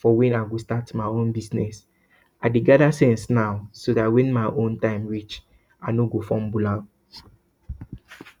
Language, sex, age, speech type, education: Nigerian Pidgin, male, 30-45, spontaneous, tertiary